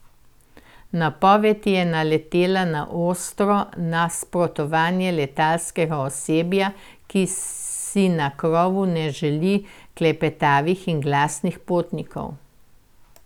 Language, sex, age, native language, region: Slovenian, female, 60+, Slovenian, Central Slovenia